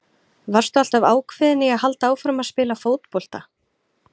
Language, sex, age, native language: Icelandic, female, 20-29, Icelandic